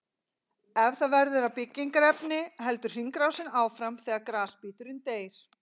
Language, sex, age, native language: Icelandic, female, 40-49, Icelandic